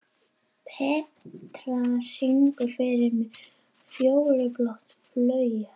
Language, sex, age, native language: Icelandic, female, 11, Icelandic